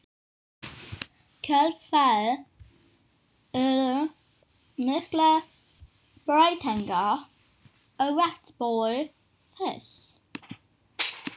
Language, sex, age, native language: Icelandic, female, 18-19, English